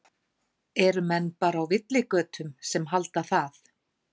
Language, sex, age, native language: Icelandic, female, 40-49, Icelandic